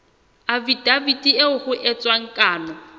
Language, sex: Southern Sotho, female